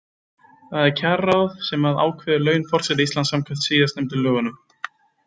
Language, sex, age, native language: Icelandic, male, 20-29, Icelandic